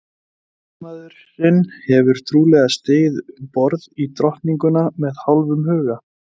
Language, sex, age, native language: Icelandic, male, 20-29, Icelandic